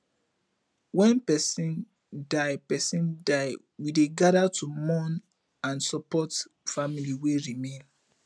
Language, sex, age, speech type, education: Nigerian Pidgin, male, 15-29, spontaneous, tertiary